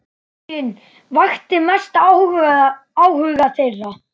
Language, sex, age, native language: Icelandic, female, 9, Icelandic